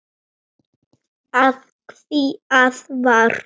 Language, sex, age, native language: Icelandic, female, 10, Icelandic